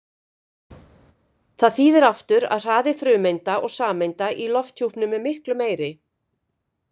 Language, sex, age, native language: Icelandic, female, 50-59, Icelandic